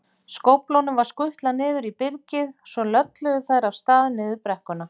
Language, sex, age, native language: Icelandic, female, 40-49, Icelandic